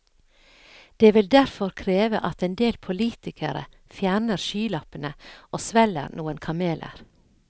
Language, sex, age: Norwegian, female, 57